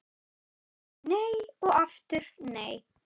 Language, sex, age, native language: Icelandic, male, 9, Icelandic